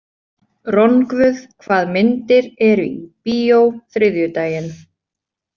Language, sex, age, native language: Icelandic, female, 20-29, Icelandic